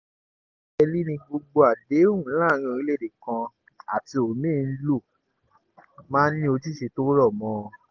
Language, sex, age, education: Yoruba, male, 15-29, tertiary